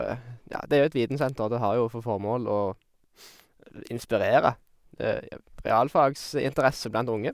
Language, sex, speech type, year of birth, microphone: Norwegian, male, spontaneous, 1991, Sennheiser